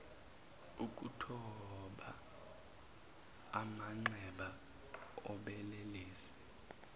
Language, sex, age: Zulu, male, 23